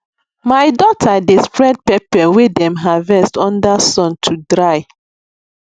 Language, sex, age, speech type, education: Nigerian Pidgin, female, 15-29, spontaneous, tertiary